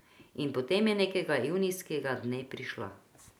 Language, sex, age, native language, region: Slovenian, female, 50-59, Croatian, Drava region